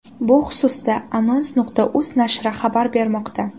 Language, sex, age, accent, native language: Uzbek, female, 18-24, Toshkent shahri, Uzbek